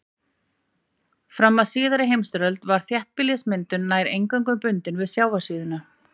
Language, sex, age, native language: Icelandic, female, 40-49, Icelandic